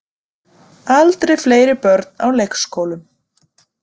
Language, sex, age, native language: Icelandic, female, 30-39, Icelandic